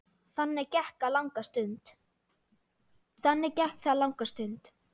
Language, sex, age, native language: Icelandic, female, 9, Icelandic